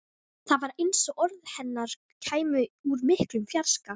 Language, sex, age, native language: Icelandic, female, 13, Icelandic